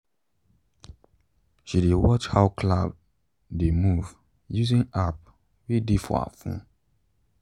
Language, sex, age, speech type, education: Nigerian Pidgin, male, 15-29, spontaneous, tertiary